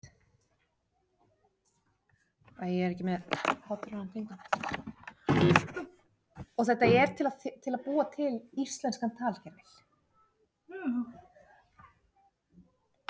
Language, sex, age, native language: Icelandic, female, 30-39, Icelandic